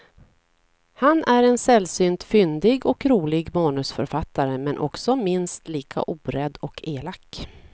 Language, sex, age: Swedish, female, 40